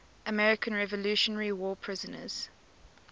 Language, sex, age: English, female, 24